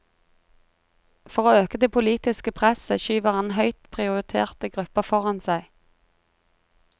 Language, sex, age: Norwegian, female, 33